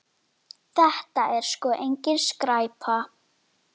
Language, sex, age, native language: Icelandic, female, 10, Icelandic